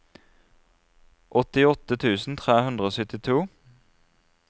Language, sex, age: Norwegian, male, 33